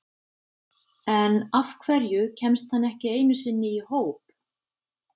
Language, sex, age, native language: Icelandic, female, 50-59, Icelandic